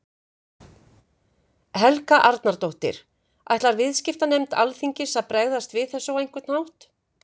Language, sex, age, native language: Icelandic, female, 50-59, Icelandic